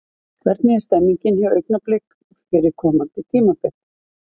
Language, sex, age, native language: Icelandic, female, 50-59, Icelandic